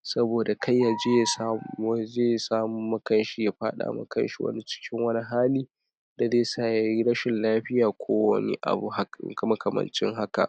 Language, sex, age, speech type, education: Hausa, male, 46-60, spontaneous, tertiary